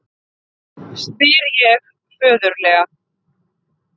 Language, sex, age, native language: Icelandic, female, 30-39, Icelandic